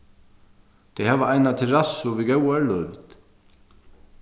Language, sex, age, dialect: Faroese, male, 36-60, Sandoy